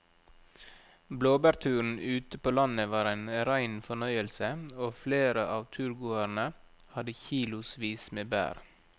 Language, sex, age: Norwegian, male, 37